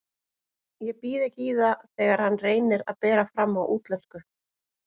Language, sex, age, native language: Icelandic, female, 30-39, Icelandic